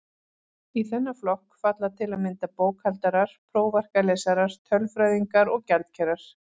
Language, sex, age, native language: Icelandic, female, 40-49, Icelandic